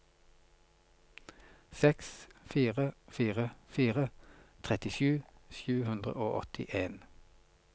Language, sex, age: Norwegian, male, 42